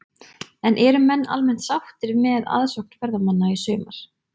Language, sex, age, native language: Icelandic, female, 20-29, Icelandic